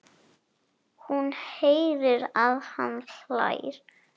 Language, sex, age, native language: Icelandic, female, 7, Icelandic